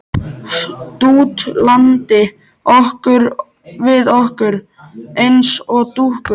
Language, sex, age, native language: Icelandic, male, 13, Icelandic